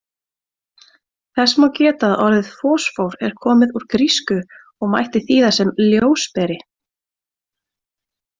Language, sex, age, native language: Icelandic, female, 20-29, Icelandic